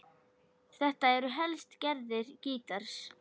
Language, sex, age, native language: Icelandic, female, 10, Icelandic